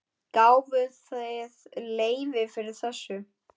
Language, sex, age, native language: Icelandic, male, 9, Icelandic